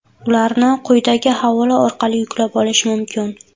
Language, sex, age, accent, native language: Uzbek, female, 18-24, Buxoro, Uzbek